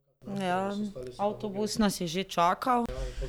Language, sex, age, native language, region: Slovenian, female, 30-49, Slovenian, Drava region